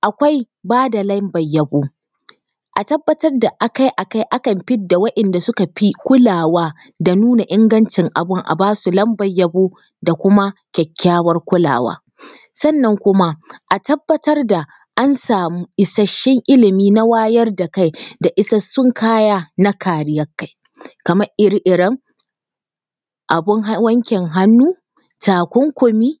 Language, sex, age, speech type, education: Hausa, female, 15-29, spontaneous, tertiary